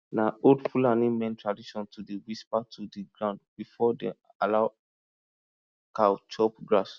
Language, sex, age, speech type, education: Nigerian Pidgin, male, 15-29, spontaneous, tertiary